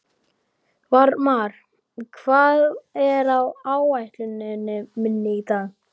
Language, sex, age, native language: Icelandic, male, 12, Icelandic